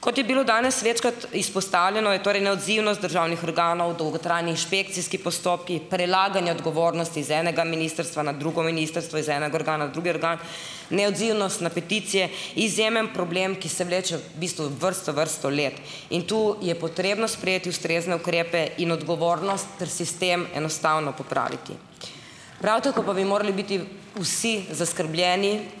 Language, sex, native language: Slovenian, female, Slovenian